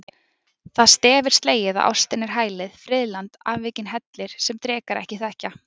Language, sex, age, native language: Icelandic, female, 20-29, Icelandic